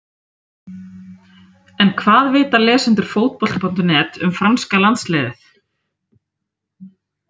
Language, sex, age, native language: Icelandic, female, 30-39, Icelandic